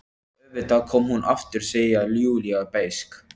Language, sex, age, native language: Icelandic, male, 13, Icelandic